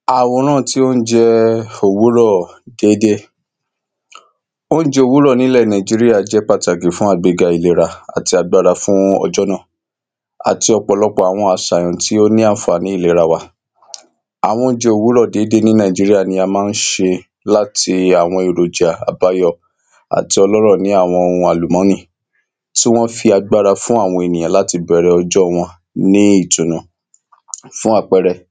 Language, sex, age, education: Yoruba, male, 30-45, secondary